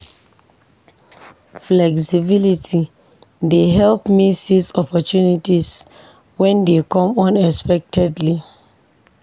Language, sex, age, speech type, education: Nigerian Pidgin, female, 15-29, read, tertiary